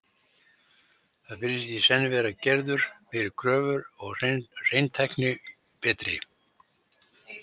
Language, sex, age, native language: Icelandic, male, 60-69, Icelandic